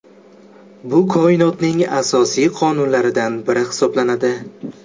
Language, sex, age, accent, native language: Uzbek, male, 18-24, Jizzax, Uzbek